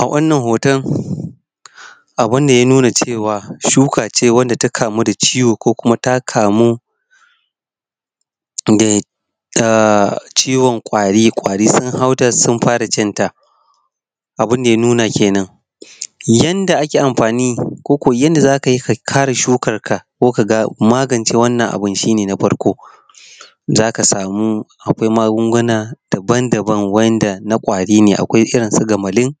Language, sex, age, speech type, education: Hausa, male, 15-29, spontaneous, tertiary